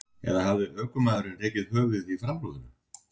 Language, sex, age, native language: Icelandic, male, 40-49, Icelandic